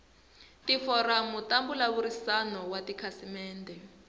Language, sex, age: Tsonga, female, 20